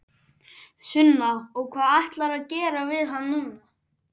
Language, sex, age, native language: Icelandic, male, 11, Icelandic